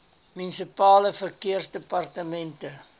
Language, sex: Afrikaans, male